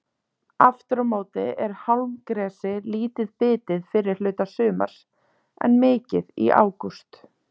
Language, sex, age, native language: Icelandic, female, 30-39, Icelandic